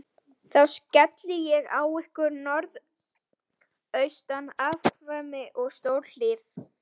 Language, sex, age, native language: Icelandic, female, 12, Icelandic